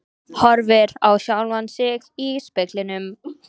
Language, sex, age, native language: Icelandic, female, 14, Icelandic